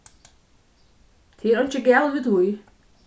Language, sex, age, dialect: Faroese, female, 36-60, Suðuroy